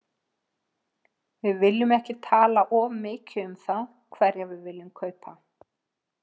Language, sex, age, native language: Icelandic, female, 50-59, Icelandic